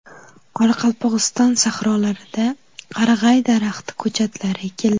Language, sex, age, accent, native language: Uzbek, female, 18-24, Namangan, Uzbek